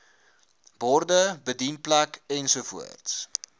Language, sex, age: Afrikaans, male, 21